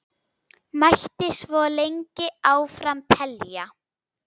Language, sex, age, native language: Icelandic, female, 10, Icelandic